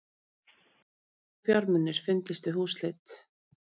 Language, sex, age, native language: Icelandic, female, 30-39, Icelandic